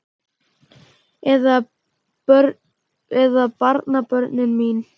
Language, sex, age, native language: Icelandic, male, 11, Icelandic